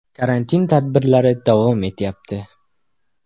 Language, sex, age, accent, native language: Uzbek, male, 18-24, Farg'ona, Uzbek